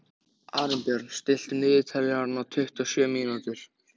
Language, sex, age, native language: Icelandic, male, 14, Icelandic